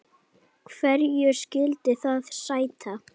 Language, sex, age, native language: Icelandic, female, 9, Icelandic